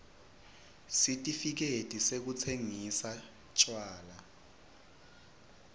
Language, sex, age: Swati, male, 21